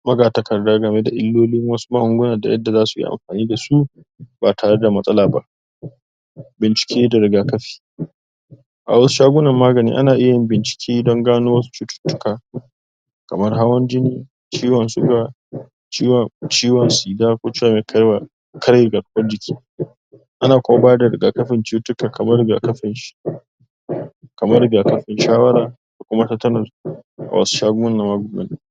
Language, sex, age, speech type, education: Hausa, male, 15-29, spontaneous, tertiary